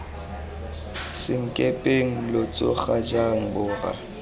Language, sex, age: Tswana, male, 23